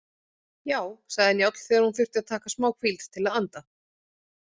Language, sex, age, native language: Icelandic, female, 30-39, Icelandic